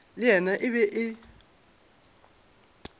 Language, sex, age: Northern Sotho, male, 22